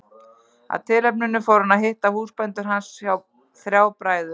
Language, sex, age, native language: Icelandic, female, 11, Icelandic